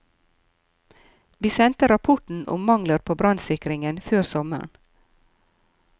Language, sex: Norwegian, female